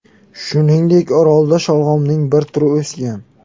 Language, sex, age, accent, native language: Uzbek, male, 18-24, Buxoro, Uzbek